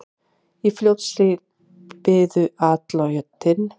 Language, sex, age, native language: Icelandic, female, 40-49, Icelandic